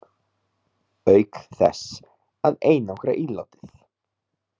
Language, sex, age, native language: Icelandic, male, 30-39, Icelandic